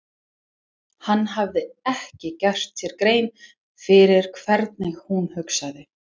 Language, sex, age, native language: Icelandic, female, 20-29, English